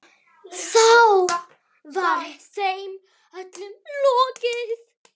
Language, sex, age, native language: Icelandic, female, 9, Icelandic